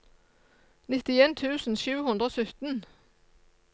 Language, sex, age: Norwegian, female, 54